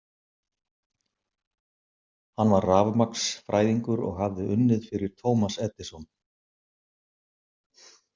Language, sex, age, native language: Icelandic, male, 50-59, Icelandic